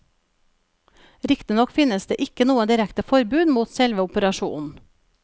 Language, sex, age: Norwegian, female, 37